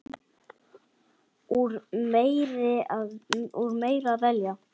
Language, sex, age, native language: Icelandic, male, 10, Icelandic